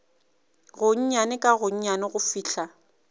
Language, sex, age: Northern Sotho, female, 24